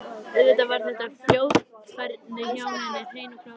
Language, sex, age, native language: Icelandic, female, 13, Icelandic